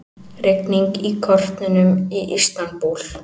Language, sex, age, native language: Icelandic, male, 18-19, Icelandic